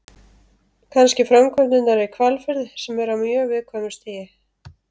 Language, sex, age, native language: Icelandic, female, 30-39, Icelandic